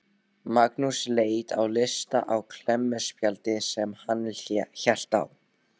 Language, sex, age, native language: Icelandic, male, 12, Icelandic